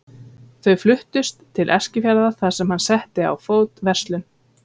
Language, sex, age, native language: Icelandic, female, 30-39, Icelandic